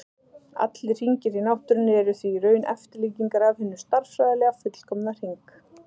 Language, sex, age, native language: Icelandic, female, 30-39, Icelandic